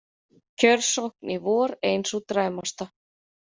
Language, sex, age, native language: Icelandic, female, 30-39, Icelandic